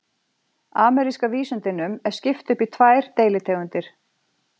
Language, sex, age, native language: Icelandic, female, 40-49, Icelandic